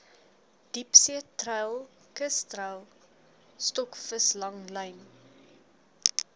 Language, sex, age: Afrikaans, female, 20